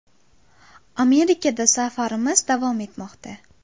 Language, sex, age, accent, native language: Uzbek, female, 18-24, Qashqadaryo, Uzbek